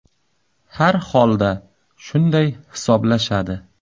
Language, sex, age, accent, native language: Uzbek, male, 35+, Samarqand, Uzbek